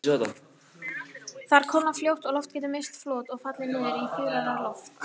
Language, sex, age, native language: Icelandic, female, 18-19, Icelandic